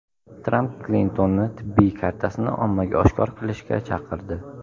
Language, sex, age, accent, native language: Uzbek, male, 18-24, Andijon, Uzbek